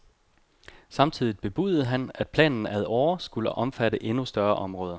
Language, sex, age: Danish, male, 29